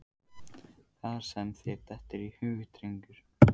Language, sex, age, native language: Icelandic, male, 15, Icelandic